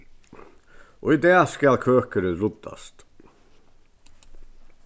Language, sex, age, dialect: Faroese, male, 61+, Vágar